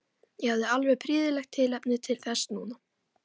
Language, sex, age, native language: Icelandic, female, 12, Icelandic